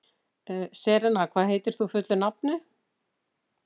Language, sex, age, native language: Icelandic, female, 50-59, Icelandic